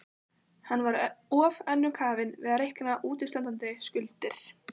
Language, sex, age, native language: Icelandic, female, 15, Icelandic